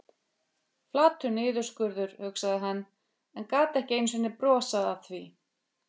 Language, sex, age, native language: Icelandic, female, 50-59, Icelandic